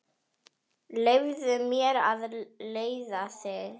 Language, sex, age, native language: Icelandic, female, 10, Icelandic